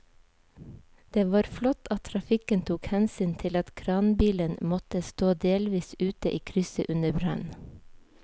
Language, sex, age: Norwegian, female, 37